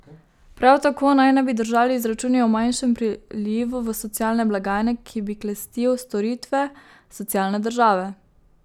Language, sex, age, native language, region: Slovenian, female, 18-29, Slovenian, Savinja region